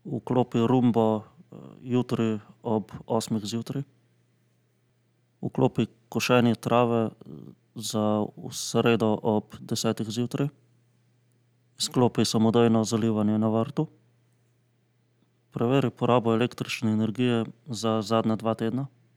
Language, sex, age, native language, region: Slovenian, male, 30-49, Slovenian, Central Slovenia